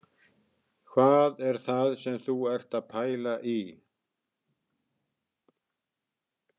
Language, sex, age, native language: Icelandic, male, 60-69, Icelandic